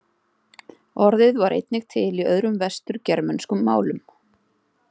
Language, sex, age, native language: Icelandic, female, 30-39, Icelandic